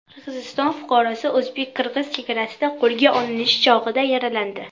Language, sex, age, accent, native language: Uzbek, female, 12-17, Samarqand, Uzbek